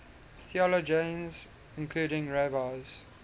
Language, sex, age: English, male, 19